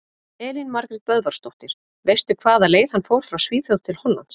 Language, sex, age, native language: Icelandic, female, 30-39, Icelandic